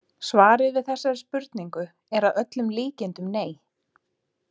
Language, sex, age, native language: Icelandic, female, 30-39, Icelandic